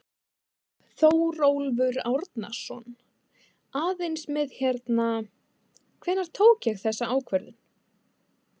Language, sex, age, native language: Icelandic, female, 20-29, Icelandic